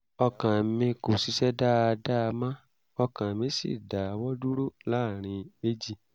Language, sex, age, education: Yoruba, male, 30-45, tertiary